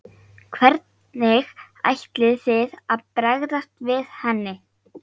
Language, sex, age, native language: Icelandic, female, 13, Icelandic